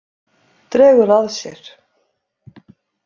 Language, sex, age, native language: Icelandic, female, 50-59, Icelandic